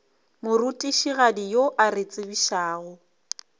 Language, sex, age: Northern Sotho, female, 24